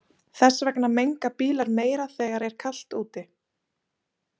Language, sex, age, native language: Icelandic, female, 30-39, Icelandic